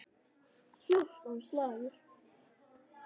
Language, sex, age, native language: Icelandic, male, 10, Icelandic